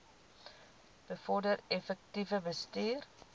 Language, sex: Afrikaans, female